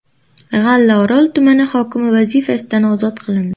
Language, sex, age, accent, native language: Uzbek, female, 18-24, Namangan, Uzbek